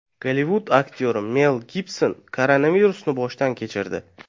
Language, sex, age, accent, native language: Uzbek, male, 18-24, Navoiy, Uzbek